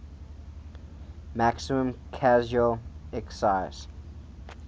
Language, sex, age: English, male, 19